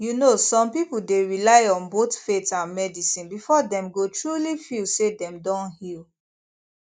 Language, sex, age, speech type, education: Nigerian Pidgin, female, 15-29, spontaneous, tertiary